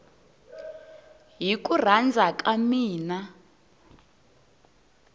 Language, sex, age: Tsonga, female, 20